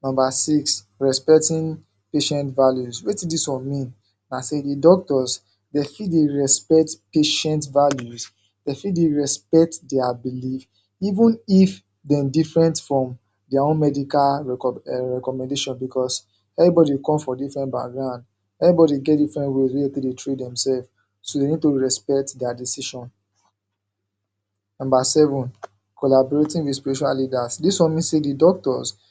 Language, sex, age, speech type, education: Nigerian Pidgin, male, 15-29, spontaneous, secondary